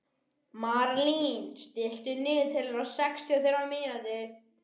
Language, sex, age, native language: Icelandic, male, 13, Icelandic